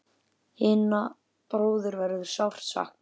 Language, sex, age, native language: Icelandic, male, 10, Icelandic